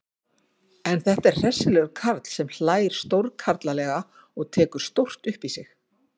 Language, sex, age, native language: Icelandic, female, 50-59, Icelandic